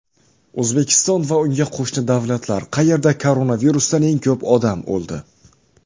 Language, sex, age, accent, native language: Uzbek, male, under 19, Jizzax, Uzbek